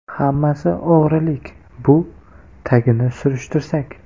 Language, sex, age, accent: Uzbek, male, 18-24, Qoraqalpog'iston